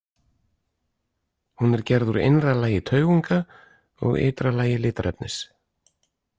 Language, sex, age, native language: Icelandic, male, 40-49, Icelandic